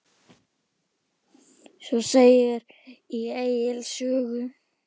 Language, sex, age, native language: Icelandic, female, 10, Icelandic